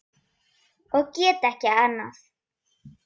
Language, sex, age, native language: Icelandic, female, 8, Icelandic